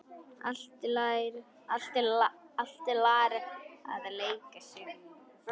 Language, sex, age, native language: Icelandic, female, 10, Icelandic